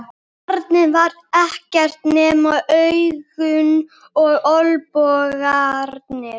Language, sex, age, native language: Icelandic, female, 12, Icelandic